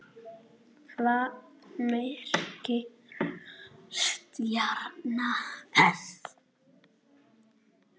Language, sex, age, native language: Icelandic, male, 9, Icelandic